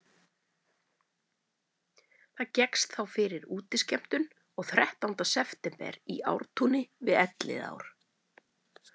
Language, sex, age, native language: Icelandic, female, 30-39, Icelandic